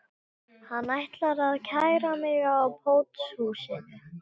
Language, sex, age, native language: Icelandic, female, 18-19, Icelandic